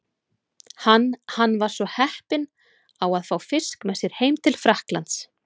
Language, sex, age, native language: Icelandic, female, 30-39, Icelandic